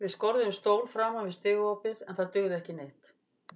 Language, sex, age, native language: Icelandic, female, 50-59, Icelandic